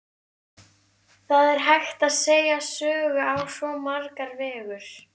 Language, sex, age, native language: Icelandic, female, 11, Icelandic